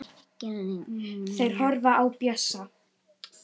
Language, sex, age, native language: Icelandic, female, 10, Icelandic